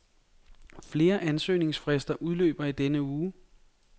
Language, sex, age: Danish, male, 42